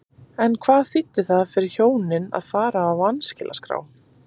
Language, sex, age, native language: Icelandic, female, 30-39, Icelandic